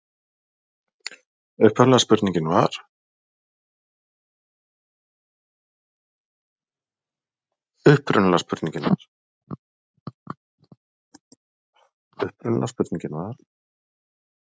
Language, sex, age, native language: Icelandic, male, 40-49, Icelandic